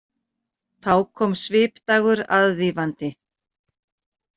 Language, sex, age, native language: Icelandic, female, 40-49, Icelandic